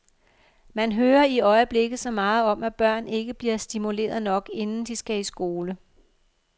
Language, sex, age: Danish, female, 50